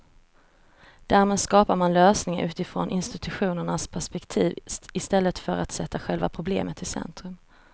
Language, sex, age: Swedish, female, 34